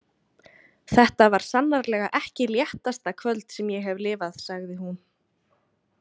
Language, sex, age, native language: Icelandic, female, 20-29, Icelandic